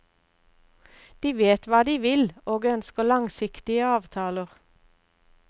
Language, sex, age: Norwegian, female, 59